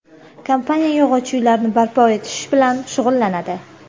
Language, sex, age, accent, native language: Uzbek, female, 25-34, Toshkent shahri, Uzbek